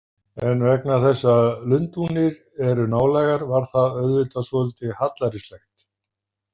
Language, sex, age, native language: Icelandic, male, 50-59, Icelandic